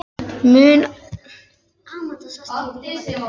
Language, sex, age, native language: Icelandic, female, 9, Icelandic